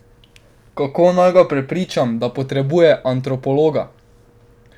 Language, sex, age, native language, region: Slovenian, male, 12-17, Slovenian, Drava region